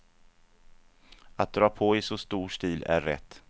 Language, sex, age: Swedish, male, 49